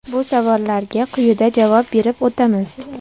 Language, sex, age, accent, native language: Uzbek, female, 18-24, Namangan, Uzbek